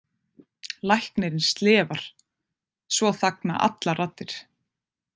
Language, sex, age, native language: Icelandic, female, 20-29, Icelandic